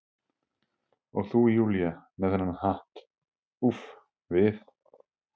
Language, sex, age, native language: Icelandic, male, 30-39, Icelandic